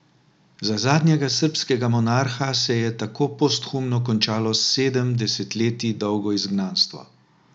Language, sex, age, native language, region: Slovenian, male, 60+, Slovenian, Drava region